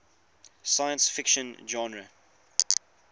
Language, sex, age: English, male, 21